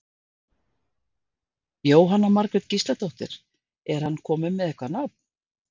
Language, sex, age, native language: Icelandic, female, 50-59, Icelandic